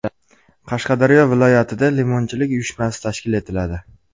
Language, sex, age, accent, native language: Uzbek, male, 18-24, Farg'ona, Uzbek